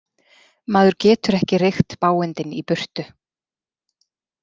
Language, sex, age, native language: Icelandic, female, 40-49, Icelandic